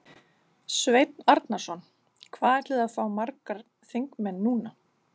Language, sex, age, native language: Icelandic, female, 40-49, Danish